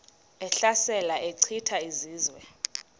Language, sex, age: Xhosa, female, 31